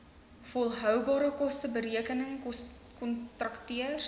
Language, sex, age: Afrikaans, female, 19